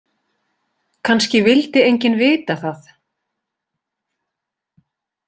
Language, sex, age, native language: Icelandic, female, 40-49, Icelandic